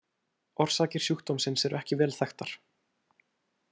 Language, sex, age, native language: Icelandic, male, 18-19, Icelandic